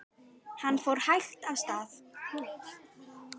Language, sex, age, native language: Icelandic, female, 9, Icelandic